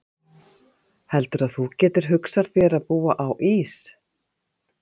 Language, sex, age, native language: Icelandic, female, 50-59, Icelandic